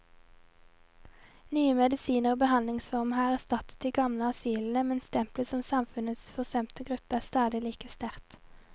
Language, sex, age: Norwegian, female, 22